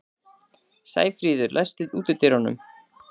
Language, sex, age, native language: Icelandic, female, 40-49, Icelandic